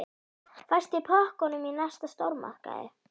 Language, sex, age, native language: Icelandic, female, 11, Icelandic